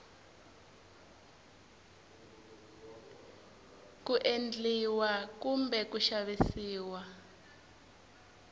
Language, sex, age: Tsonga, female, 24